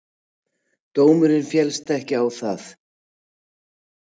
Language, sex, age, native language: Icelandic, female, 60-69, Icelandic